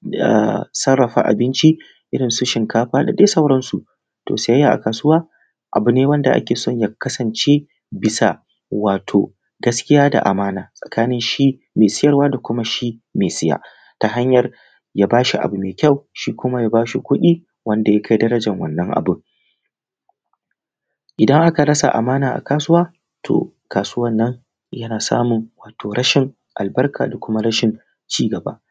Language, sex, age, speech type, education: Hausa, male, 30-45, spontaneous, tertiary